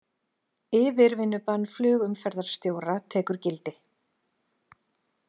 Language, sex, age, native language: Icelandic, female, 40-49, Icelandic